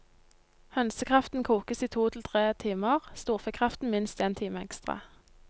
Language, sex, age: Norwegian, female, 19